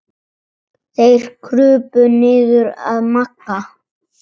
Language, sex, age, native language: Icelandic, male, 7, Icelandic